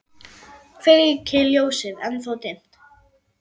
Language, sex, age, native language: Icelandic, female, 10, German